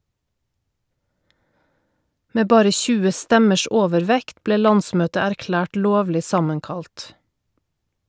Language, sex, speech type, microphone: Norwegian, female, read, Shure